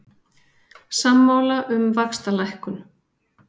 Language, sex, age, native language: Icelandic, female, 50-59, Icelandic